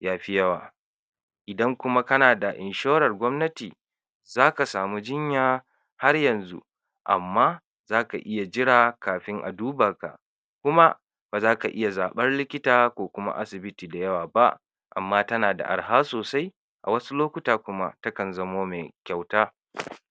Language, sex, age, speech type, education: Hausa, male, 60+, spontaneous, tertiary